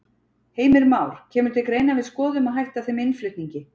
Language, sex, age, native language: Icelandic, female, 40-49, Icelandic